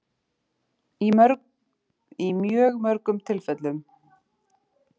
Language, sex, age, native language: Icelandic, female, 30-39, Icelandic